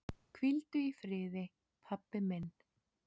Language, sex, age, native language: Icelandic, male, 6, Icelandic